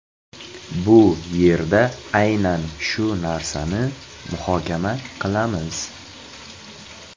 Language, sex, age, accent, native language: Uzbek, male, 18-24, Toshkent viloyati, Uzbek